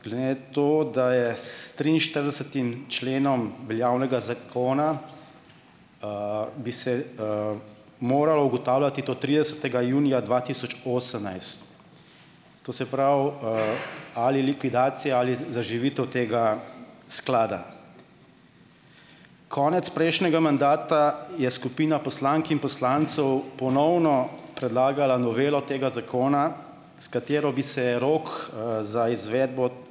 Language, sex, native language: Slovenian, male, Slovenian